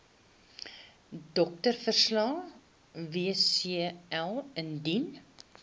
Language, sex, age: Afrikaans, female, 21